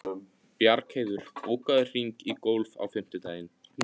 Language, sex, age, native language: Icelandic, male, 15, Icelandic